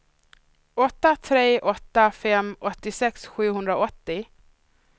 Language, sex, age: Swedish, female, 26